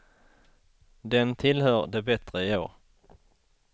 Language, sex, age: Swedish, male, 33